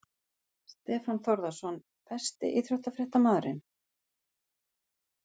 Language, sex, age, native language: Icelandic, female, 50-59, Icelandic